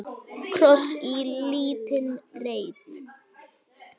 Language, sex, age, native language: Icelandic, male, 9, Icelandic